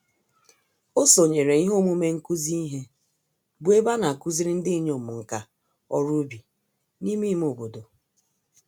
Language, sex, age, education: Igbo, female, 30-45, tertiary